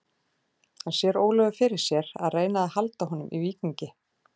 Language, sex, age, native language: Icelandic, female, 40-49, Icelandic